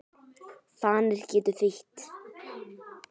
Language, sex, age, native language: Icelandic, female, 10, Icelandic